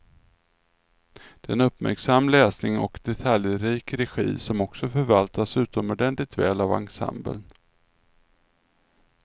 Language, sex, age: Swedish, male, 46